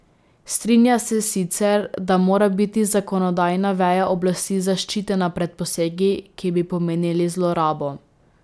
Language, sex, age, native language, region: Slovenian, female, 18-29, Slovenian, Drava region